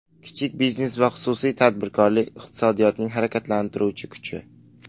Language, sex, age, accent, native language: Uzbek, male, under 19, Qashqadaryo, Uzbek